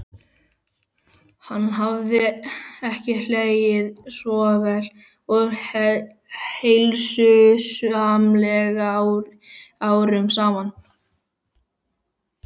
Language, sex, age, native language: Icelandic, male, 12, Icelandic